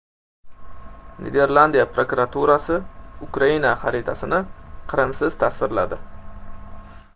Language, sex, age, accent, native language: Uzbek, male, 18-24, Qashqadaryo, Uzbek